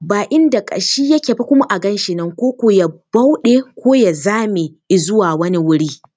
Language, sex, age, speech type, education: Hausa, female, 15-29, spontaneous, tertiary